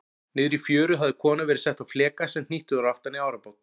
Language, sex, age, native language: Icelandic, male, 40-49, Icelandic